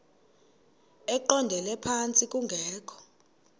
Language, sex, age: Xhosa, female, 22